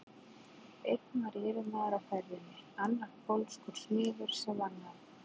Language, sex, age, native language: Icelandic, female, 40-49, Icelandic